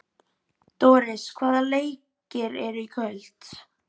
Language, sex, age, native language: Icelandic, male, 11, Icelandic